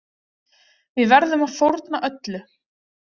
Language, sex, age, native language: Icelandic, female, 30-39, Icelandic